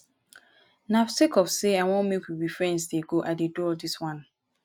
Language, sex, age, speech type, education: Nigerian Pidgin, male, 15-29, spontaneous, tertiary